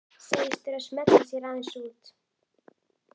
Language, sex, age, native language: Icelandic, female, 11, Icelandic